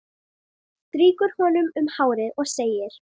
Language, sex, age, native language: Icelandic, female, 13, Icelandic